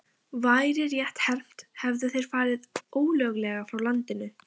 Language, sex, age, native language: Icelandic, female, 15, Icelandic